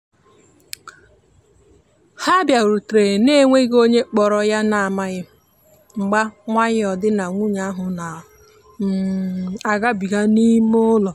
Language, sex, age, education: Igbo, female, 15-29, tertiary